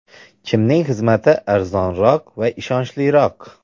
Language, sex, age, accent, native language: Uzbek, male, 18-24, Xorazm, Uzbek